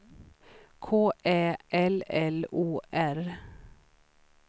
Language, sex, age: Swedish, female, 39